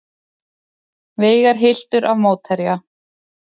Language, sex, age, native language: Icelandic, male, 30-39, Icelandic